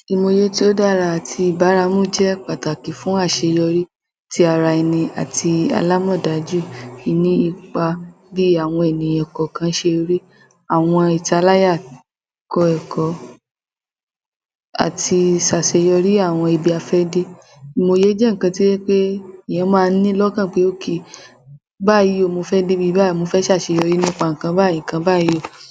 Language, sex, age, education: Yoruba, male, 15-29, tertiary